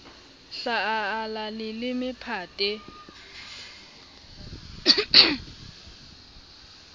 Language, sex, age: Southern Sotho, female, 25